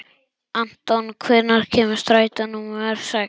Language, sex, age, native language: Icelandic, male, 11, Icelandic